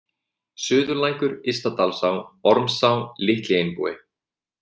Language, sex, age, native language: Icelandic, male, 20-29, Icelandic